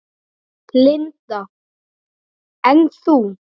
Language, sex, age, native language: Icelandic, male, 9, Icelandic